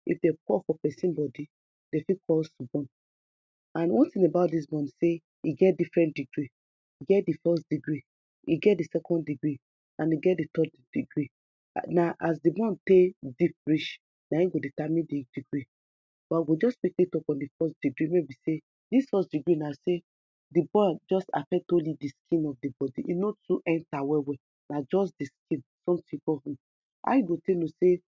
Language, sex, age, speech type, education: Nigerian Pidgin, female, 30-45, spontaneous, tertiary